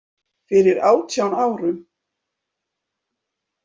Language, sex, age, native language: Icelandic, female, 50-59, Icelandic